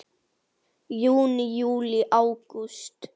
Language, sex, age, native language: Icelandic, male, 9, Icelandic